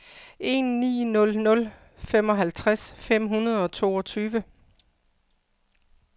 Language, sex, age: Danish, female, 55